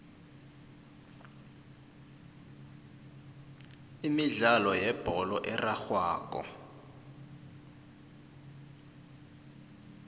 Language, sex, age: South Ndebele, male, 23